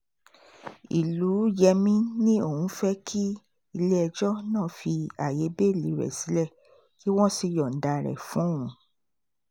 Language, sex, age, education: Yoruba, female, 30-45, tertiary